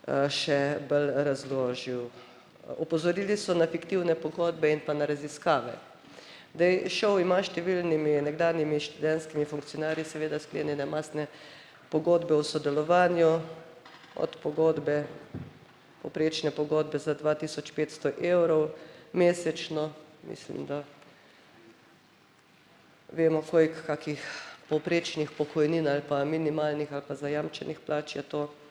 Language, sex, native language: Slovenian, female, Slovenian